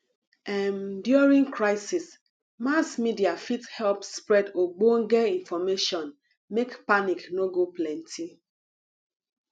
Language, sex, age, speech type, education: Nigerian Pidgin, female, 30-45, spontaneous, tertiary